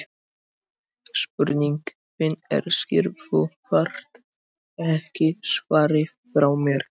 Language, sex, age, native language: Icelandic, male, 18-19, Icelandic